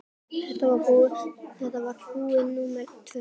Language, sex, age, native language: Icelandic, female, 10, Icelandic